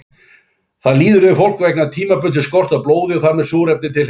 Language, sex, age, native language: Icelandic, male, 40-49, Icelandic